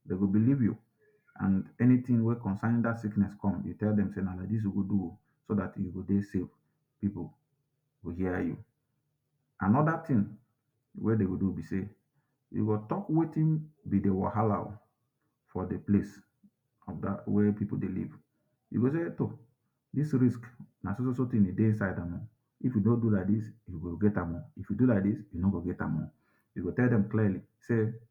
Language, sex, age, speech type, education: Nigerian Pidgin, male, 30-45, spontaneous, tertiary